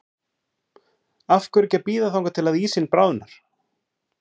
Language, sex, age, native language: Icelandic, male, 40-49, Icelandic